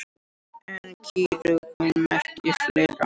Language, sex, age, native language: Icelandic, other, 18-19, Icelandic